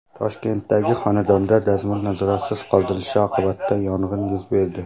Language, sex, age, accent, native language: Uzbek, male, 12-17, Surxondaryo, Uzbek